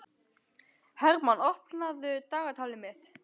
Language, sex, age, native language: Icelandic, male, 12, Icelandic